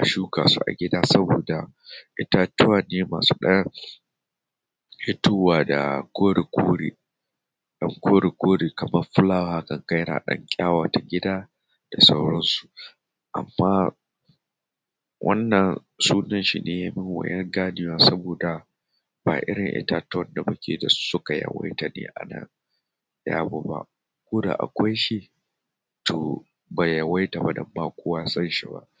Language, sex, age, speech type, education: Hausa, male, 30-45, spontaneous, tertiary